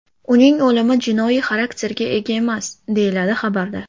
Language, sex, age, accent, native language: Uzbek, female, 18-24, Toshkent shahri, Uzbek